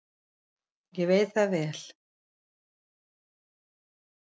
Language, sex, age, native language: Icelandic, female, 50-59, Icelandic